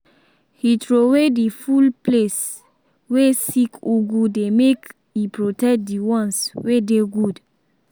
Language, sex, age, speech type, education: Nigerian Pidgin, female, 15-29, spontaneous, secondary